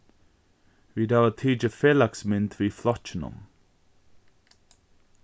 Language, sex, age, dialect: Faroese, male, 15-35, Norðurstreymoy/Eysturoy